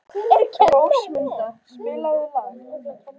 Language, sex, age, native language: Icelandic, female, 18-19, Icelandic